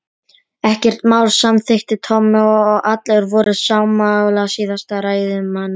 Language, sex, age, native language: Icelandic, female, 30-39, Polish